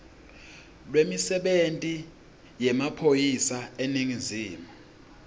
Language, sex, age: Swati, male, 26